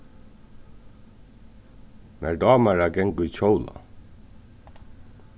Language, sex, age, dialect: Faroese, male, 36-60, Suðurstreymoy